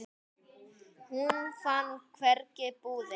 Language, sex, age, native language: Icelandic, male, 10, Icelandic